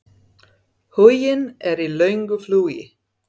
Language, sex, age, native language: Icelandic, female, 30-39, Serbo-Croatian